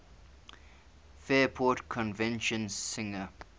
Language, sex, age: English, male, 19